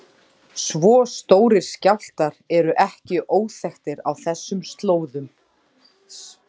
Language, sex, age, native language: Icelandic, female, 30-39, Icelandic